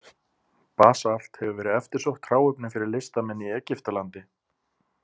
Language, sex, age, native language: Icelandic, male, 30-39, Icelandic